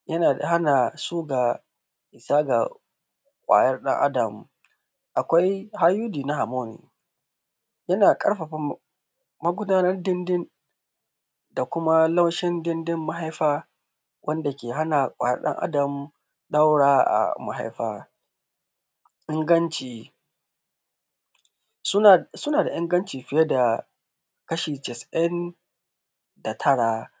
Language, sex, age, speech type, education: Hausa, male, 15-29, spontaneous, tertiary